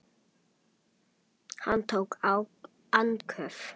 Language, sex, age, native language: Icelandic, female, 8, Icelandic